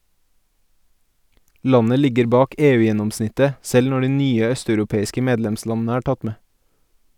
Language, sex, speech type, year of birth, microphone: Norwegian, male, read, 1989, Sennheiser